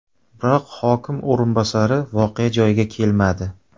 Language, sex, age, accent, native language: Uzbek, male, 25-34, Samarqand, Uzbek